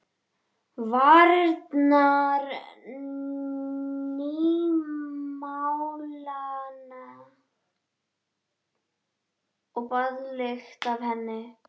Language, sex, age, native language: Icelandic, female, 12, Icelandic